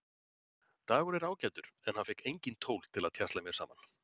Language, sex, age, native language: Icelandic, male, 40-49, Icelandic